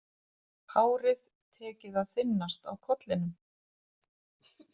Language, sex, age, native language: Icelandic, female, 30-39, Icelandic